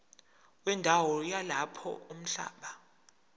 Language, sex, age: Zulu, male, 23